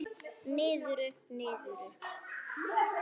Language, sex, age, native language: Icelandic, male, 10, Icelandic